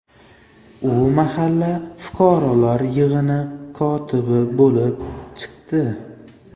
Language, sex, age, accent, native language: Uzbek, male, 18-24, Toshkent shahri, Uzbek